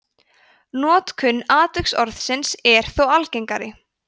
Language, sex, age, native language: Icelandic, female, 20-29, Icelandic